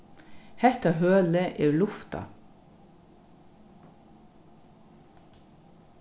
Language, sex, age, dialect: Faroese, female, 36-60, Norðurstreymoy/Eysturoy